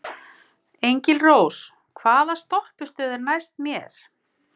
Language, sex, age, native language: Icelandic, female, 50-59, Icelandic